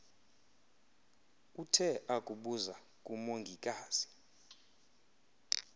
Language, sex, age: Xhosa, male, 20